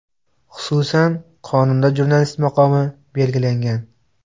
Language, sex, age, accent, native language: Uzbek, male, 18-24, Xorazm, Uzbek